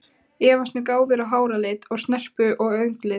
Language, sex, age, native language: Icelandic, female, 15, Icelandic